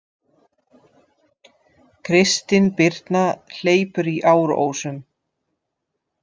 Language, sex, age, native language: Icelandic, female, 50-59, Dutch